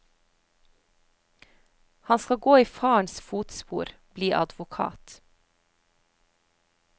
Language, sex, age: Norwegian, female, 30